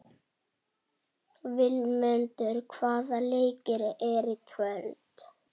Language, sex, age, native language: Icelandic, female, 18-19, Icelandic